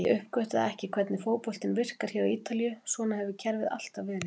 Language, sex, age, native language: Icelandic, female, 40-49, Icelandic